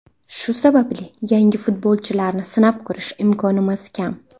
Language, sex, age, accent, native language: Uzbek, female, under 19, Navoiy, Uzbek